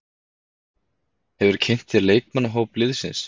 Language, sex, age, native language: Icelandic, male, 30-39, Icelandic